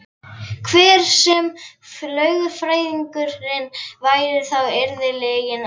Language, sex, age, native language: Icelandic, female, 11, Icelandic